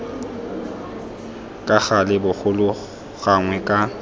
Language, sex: Tswana, male